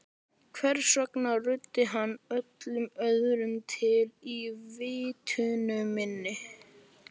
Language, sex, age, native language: Icelandic, male, 11, Icelandic